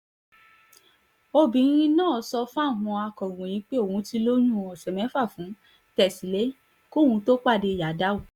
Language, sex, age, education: Yoruba, female, 15-29, tertiary